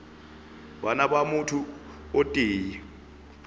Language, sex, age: Northern Sotho, male, 24